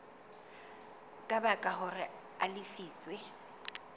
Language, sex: Southern Sotho, female